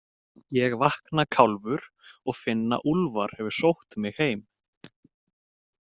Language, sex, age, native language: Icelandic, male, 20-29, Icelandic